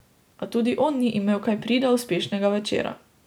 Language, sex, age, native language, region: Slovenian, female, 18-29, Slovenian, Drava region